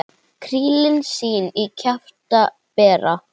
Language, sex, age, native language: Icelandic, female, 10, Icelandic